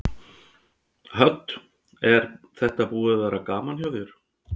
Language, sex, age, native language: Icelandic, male, 60-69, Icelandic